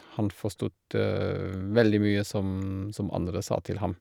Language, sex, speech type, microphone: Norwegian, male, spontaneous, Shure